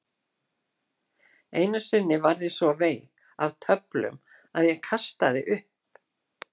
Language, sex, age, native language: Icelandic, female, 60-69, Icelandic